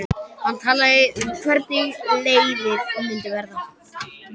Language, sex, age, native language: Icelandic, male, 11, Icelandic